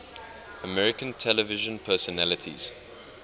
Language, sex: English, male